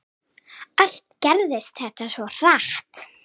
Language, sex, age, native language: Icelandic, female, 7, Icelandic